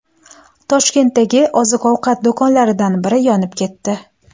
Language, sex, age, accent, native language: Uzbek, female, 18-24, Xorazm, Uzbek